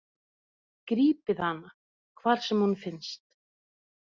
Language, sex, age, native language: Icelandic, female, 30-39, Norwegian